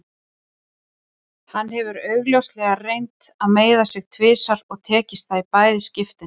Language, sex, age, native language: Icelandic, female, 40-49, Icelandic